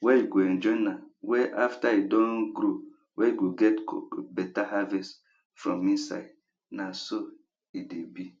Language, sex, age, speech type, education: Nigerian Pidgin, male, 30-45, spontaneous, tertiary